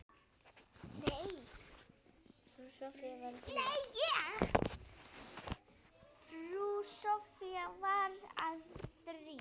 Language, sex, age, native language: Icelandic, female, 9, Icelandic